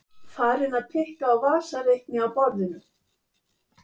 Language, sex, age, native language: Icelandic, female, 70-79, Icelandic